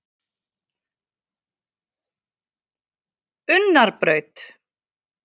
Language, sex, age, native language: Icelandic, female, 50-59, Icelandic